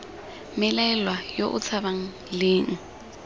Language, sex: Tswana, female